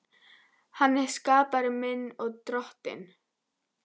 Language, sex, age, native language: Icelandic, female, 11, Icelandic